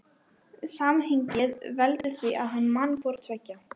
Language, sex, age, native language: Icelandic, female, 12, Icelandic